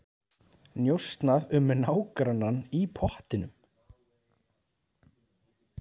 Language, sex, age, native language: Icelandic, male, 30-39, Icelandic